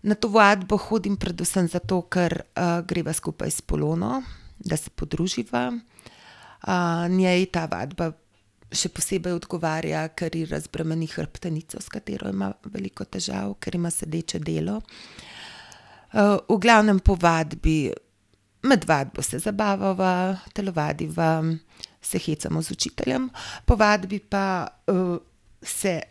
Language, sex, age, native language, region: Slovenian, female, 50-59, Slovenian, Gorenjska region